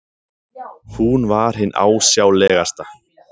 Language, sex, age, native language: Icelandic, male, 30-39, Icelandic